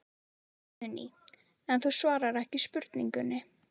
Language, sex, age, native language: Icelandic, female, 18-19, Icelandic